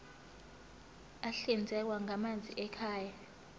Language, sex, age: Zulu, female, 18